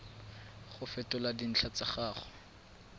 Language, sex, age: Tswana, male, 22